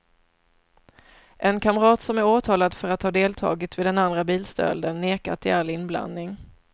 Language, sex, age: Swedish, female, 27